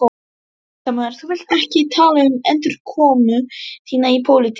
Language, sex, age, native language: Icelandic, male, 12, Icelandic